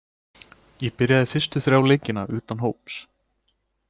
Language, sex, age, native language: Icelandic, male, 20-29, Icelandic